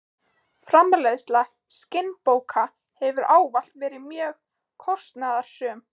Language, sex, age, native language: Icelandic, female, 15, Icelandic